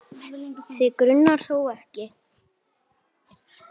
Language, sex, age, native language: Icelandic, male, 6, Icelandic